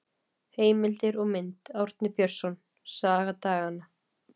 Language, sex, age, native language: Icelandic, female, 30-39, Icelandic